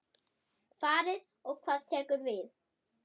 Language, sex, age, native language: Icelandic, female, 8, German